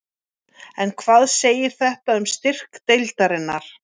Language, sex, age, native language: Icelandic, female, 40-49, Icelandic